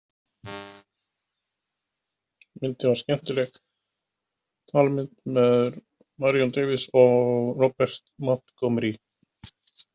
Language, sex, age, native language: Icelandic, male, 50-59, Icelandic